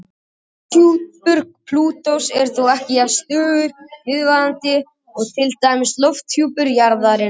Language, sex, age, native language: Icelandic, male, 18-19, Icelandic